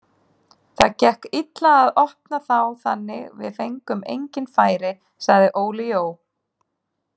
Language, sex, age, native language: Icelandic, female, 30-39, Icelandic